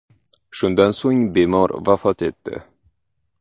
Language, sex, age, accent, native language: Uzbek, male, 18-24, Samarqand, Uzbek